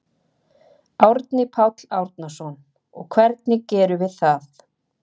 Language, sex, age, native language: Icelandic, female, 30-39, Icelandic